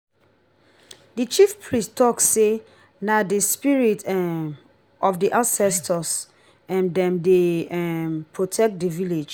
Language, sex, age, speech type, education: Nigerian Pidgin, female, 30-45, spontaneous, tertiary